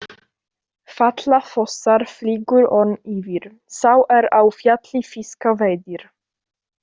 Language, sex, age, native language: Icelandic, female, 18-19, Icelandic